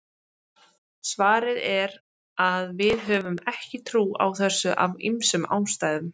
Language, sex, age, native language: Icelandic, female, 20-29, Icelandic